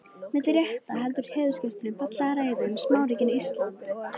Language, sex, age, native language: Icelandic, female, 13, Icelandic